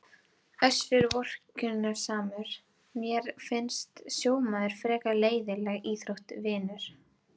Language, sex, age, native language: Icelandic, female, 12, Icelandic